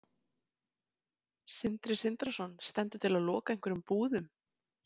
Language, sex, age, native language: Icelandic, female, 20-29, Icelandic